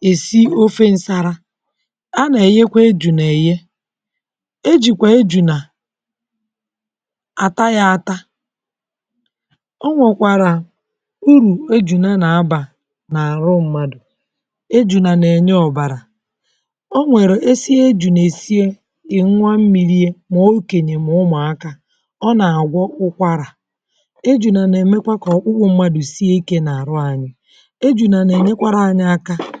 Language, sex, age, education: Igbo, female, 30-45, tertiary